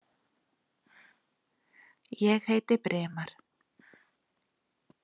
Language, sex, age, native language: Icelandic, female, 40-49, Icelandic